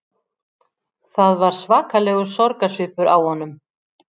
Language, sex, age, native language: Icelandic, female, 40-49, Icelandic